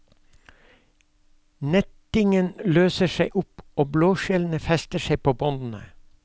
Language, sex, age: Norwegian, male, 52